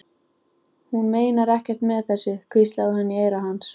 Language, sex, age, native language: Icelandic, female, 14, Icelandic